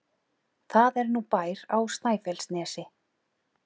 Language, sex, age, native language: Icelandic, male, 11, Icelandic